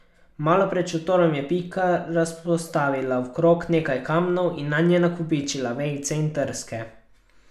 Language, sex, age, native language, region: Slovenian, male, 12-17, Slovenian, Carinthia region